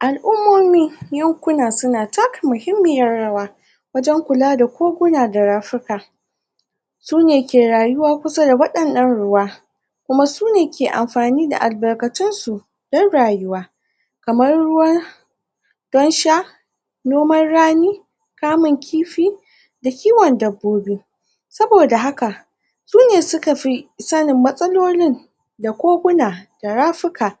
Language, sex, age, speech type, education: Hausa, female, 60+, spontaneous, tertiary